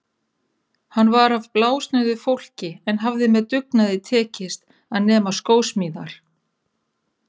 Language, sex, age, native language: Icelandic, female, 30-39, Icelandic